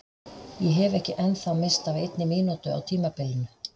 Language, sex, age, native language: Icelandic, female, 50-59, Icelandic